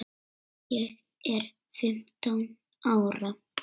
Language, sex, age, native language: Icelandic, female, 6, Icelandic